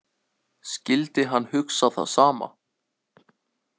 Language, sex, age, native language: Icelandic, male, 18-19, Icelandic